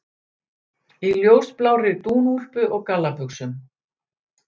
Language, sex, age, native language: Icelandic, female, 60-69, Icelandic